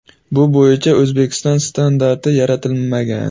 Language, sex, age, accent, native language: Uzbek, male, 18-24, Jizzax, Uzbek